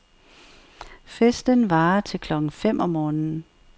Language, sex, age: Danish, female, 64